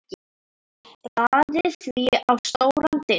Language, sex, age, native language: Icelandic, female, 10, Icelandic